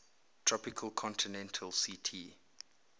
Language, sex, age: English, male, 22